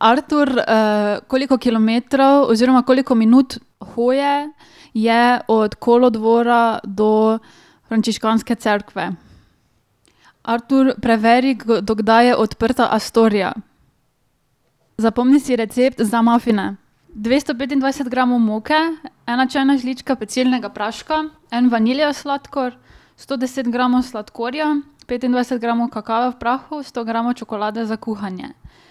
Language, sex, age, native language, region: Slovenian, female, 18-29, Slovenian, Drava region